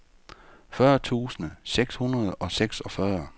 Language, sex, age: Danish, male, 48